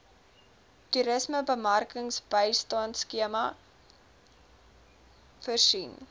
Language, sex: Afrikaans, female